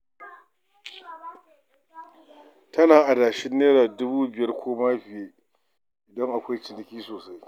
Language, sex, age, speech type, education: Hausa, male, 46-60, read, tertiary